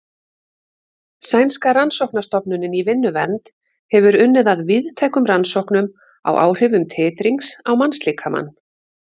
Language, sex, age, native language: Icelandic, female, 50-59, Icelandic